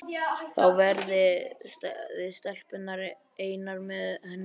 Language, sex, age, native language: Icelandic, male, 11, Icelandic